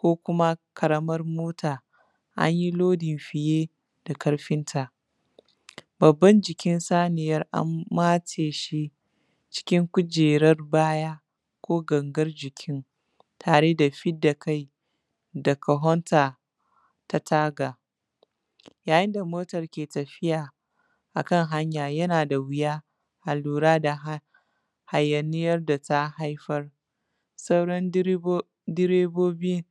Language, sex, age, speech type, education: Hausa, female, 15-29, spontaneous, tertiary